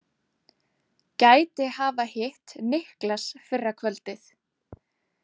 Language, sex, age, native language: Icelandic, female, 20-29, Icelandic